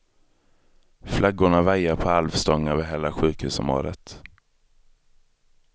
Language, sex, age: Swedish, male, 23